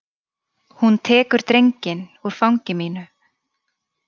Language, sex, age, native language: Icelandic, female, 30-39, Icelandic